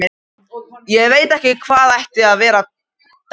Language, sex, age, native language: Icelandic, male, 13, Icelandic